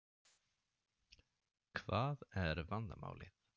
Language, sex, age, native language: Icelandic, male, 30-39, Swedish